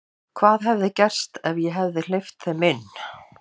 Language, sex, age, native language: Icelandic, female, 50-59, Icelandic